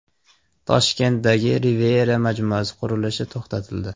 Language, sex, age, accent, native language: Uzbek, male, 18-24, Andijon, Uzbek